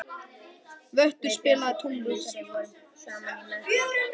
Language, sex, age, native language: Icelandic, female, 50-59, Icelandic